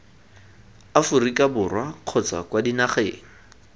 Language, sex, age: Tswana, male, 19